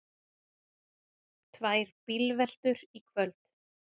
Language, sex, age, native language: Icelandic, female, 30-39, Icelandic